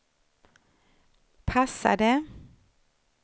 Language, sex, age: Swedish, female, 35